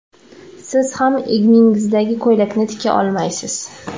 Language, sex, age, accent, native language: Uzbek, female, 25-34, Toshkent shahri, Uzbek